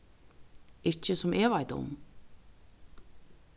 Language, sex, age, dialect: Faroese, female, 36-60, Vágar